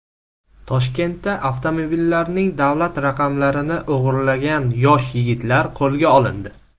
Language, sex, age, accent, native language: Uzbek, male, 19-29, Samarqand, Uzbek